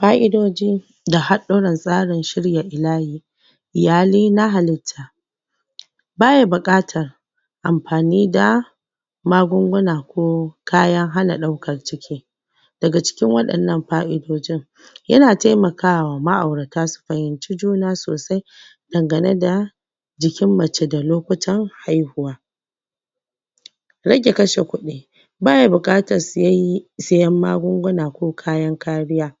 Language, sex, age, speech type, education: Hausa, female, 15-29, spontaneous, tertiary